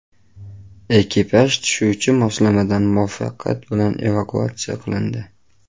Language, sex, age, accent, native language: Uzbek, male, 18-24, Toshkent viloyati, Uzbek